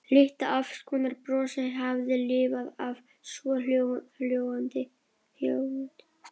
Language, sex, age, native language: Icelandic, male, 12, Polish